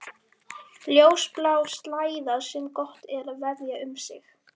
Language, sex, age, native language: Icelandic, male, 11, Icelandic